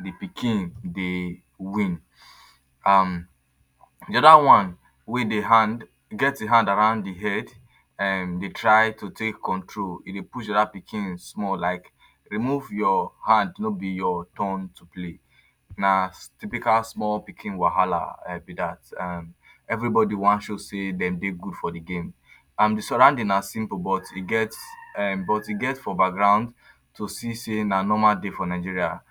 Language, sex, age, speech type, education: Nigerian Pidgin, male, 30-45, spontaneous, tertiary